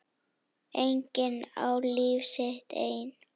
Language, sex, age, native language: Icelandic, female, 9, Icelandic